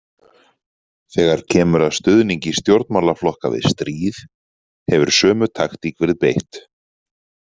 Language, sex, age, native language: Icelandic, male, 40-49, Icelandic